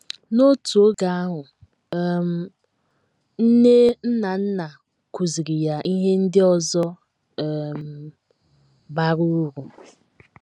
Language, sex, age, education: Igbo, female, 15-29, tertiary